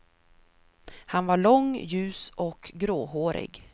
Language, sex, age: Swedish, female, 33